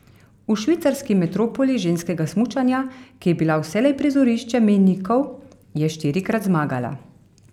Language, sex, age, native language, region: Slovenian, female, 30-49, Slovenian, Carinthia region